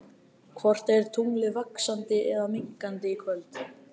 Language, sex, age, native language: Icelandic, female, 30-39, Icelandic